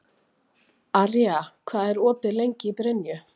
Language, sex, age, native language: Icelandic, female, 40-49, Icelandic